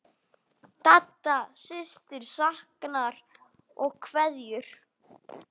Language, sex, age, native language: Icelandic, male, 9, Icelandic